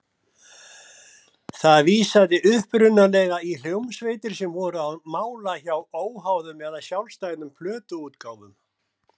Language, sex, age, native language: Icelandic, male, 70-79, Icelandic